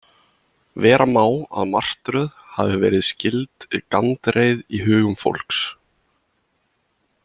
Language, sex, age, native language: Icelandic, male, 20-29, Icelandic